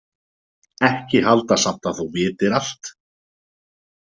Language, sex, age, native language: Icelandic, male, 20-29, Icelandic